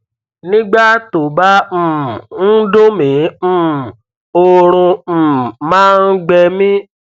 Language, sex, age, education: Yoruba, male, 15-29, tertiary